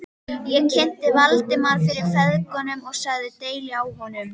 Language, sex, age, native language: Icelandic, female, 13, Icelandic